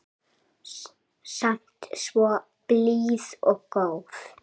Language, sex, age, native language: Icelandic, male, 7, Icelandic